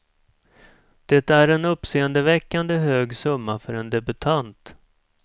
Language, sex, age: Swedish, male, 47